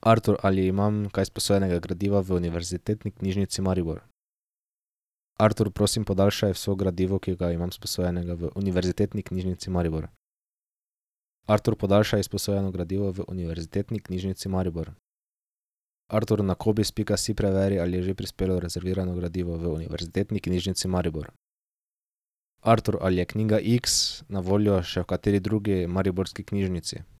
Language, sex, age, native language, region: Slovenian, male, 18-29, Slovenian, Drava region